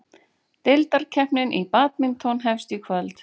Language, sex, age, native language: Icelandic, female, 40-49, Icelandic